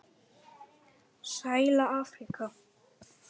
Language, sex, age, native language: Icelandic, male, 9, Icelandic